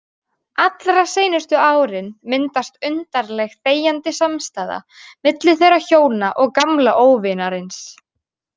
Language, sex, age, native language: Icelandic, female, 18-19, Icelandic